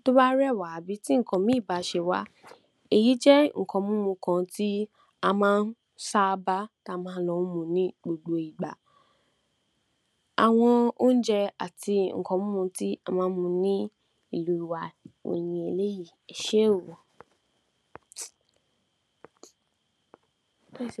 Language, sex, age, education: Yoruba, female, 46-60, tertiary